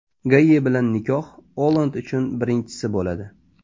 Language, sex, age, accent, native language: Uzbek, male, 25-34, Toshkent shahri, Uzbek